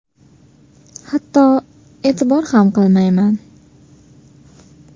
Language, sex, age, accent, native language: Uzbek, female, 18-24, Sirdaryo, Uzbek